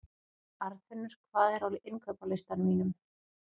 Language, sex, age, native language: Icelandic, female, 40-49, Icelandic